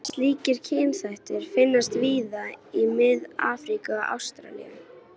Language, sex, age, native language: Icelandic, female, 18-19, Icelandic